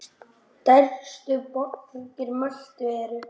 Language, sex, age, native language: Icelandic, male, 10, Icelandic